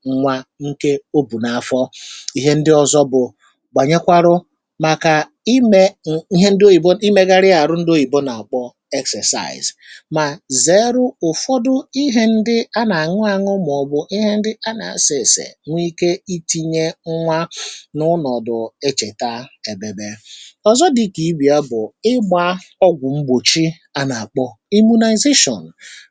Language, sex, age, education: Igbo, male, 30-45, tertiary